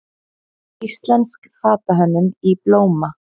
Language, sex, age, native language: Icelandic, female, 20-29, Icelandic